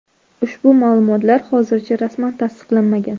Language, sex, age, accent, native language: Uzbek, female, under 19, Sirdaryo, Uzbek